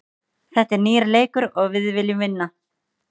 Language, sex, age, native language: Icelandic, female, 30-39, Icelandic